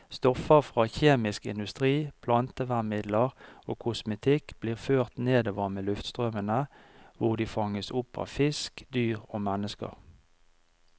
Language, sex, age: Norwegian, male, 49